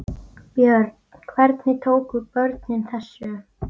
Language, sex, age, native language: Icelandic, female, 9, Icelandic